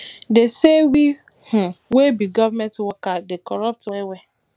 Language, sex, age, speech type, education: Nigerian Pidgin, female, 15-29, spontaneous, tertiary